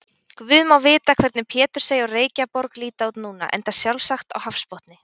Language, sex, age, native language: Icelandic, female, 20-29, Icelandic